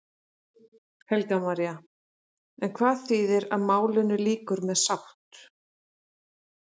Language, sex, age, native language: Icelandic, female, 40-49, Icelandic